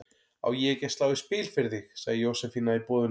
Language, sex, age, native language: Icelandic, male, 40-49, Icelandic